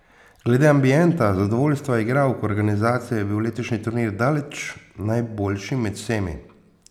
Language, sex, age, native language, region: Slovenian, male, 50-59, Slovenian, Posavska region